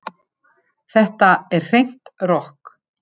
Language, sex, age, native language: Icelandic, female, 50-59, Icelandic